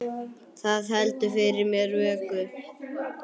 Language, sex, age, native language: Icelandic, male, 9, Icelandic